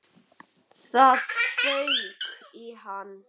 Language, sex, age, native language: Icelandic, male, 8, Icelandic